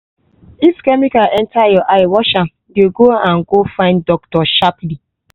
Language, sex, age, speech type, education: Nigerian Pidgin, female, 15-29, spontaneous, tertiary